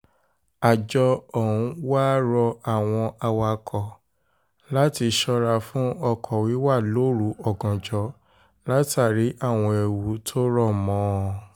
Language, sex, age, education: Yoruba, male, 15-29, tertiary